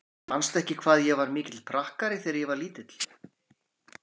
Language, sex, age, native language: Icelandic, male, 40-49, Icelandic